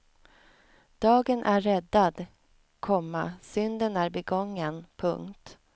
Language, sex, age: Swedish, female, 37